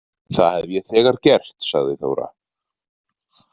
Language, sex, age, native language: Icelandic, male, 40-49, Icelandic